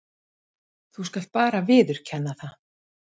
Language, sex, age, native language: Icelandic, female, 50-59, Icelandic